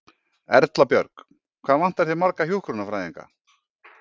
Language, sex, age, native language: Icelandic, male, 40-49, Icelandic